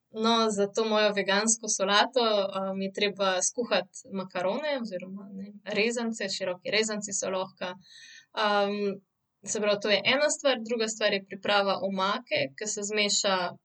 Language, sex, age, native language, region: Slovenian, female, 30-49, Slovenian, Central Slovenia